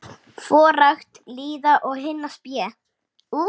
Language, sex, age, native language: Icelandic, male, 7, Icelandic